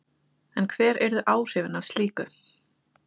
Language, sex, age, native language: Icelandic, female, 20-29, Icelandic